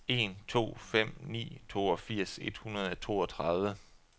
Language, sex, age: Danish, male, 33